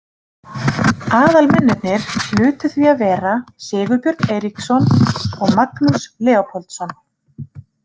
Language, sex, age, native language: Icelandic, female, 30-39, Icelandic